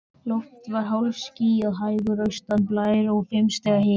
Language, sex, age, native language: Icelandic, male, 14, Icelandic